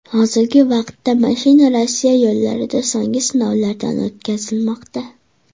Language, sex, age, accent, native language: Uzbek, female, under 19, Toshkent shahri, Uzbek